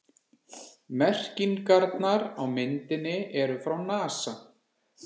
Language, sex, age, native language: Icelandic, male, 40-49, Icelandic